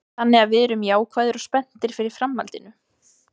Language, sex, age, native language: Icelandic, female, 20-29, Icelandic